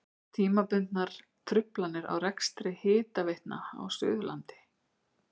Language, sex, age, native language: Icelandic, female, 50-59, Icelandic